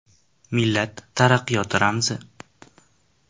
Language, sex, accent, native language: Uzbek, male, Toshkent shahri, Uzbek